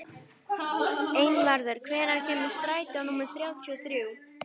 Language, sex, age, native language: Icelandic, female, 18-19, Icelandic